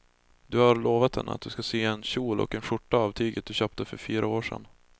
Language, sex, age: Swedish, male, 20